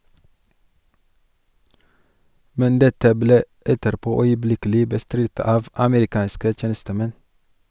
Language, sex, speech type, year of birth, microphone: Norwegian, male, read, 1983, Sennheiser